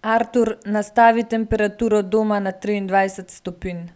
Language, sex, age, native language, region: Slovenian, female, 18-29, Slovenian, Gorenjska region